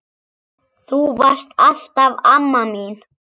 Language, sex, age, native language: Icelandic, male, 7, Icelandic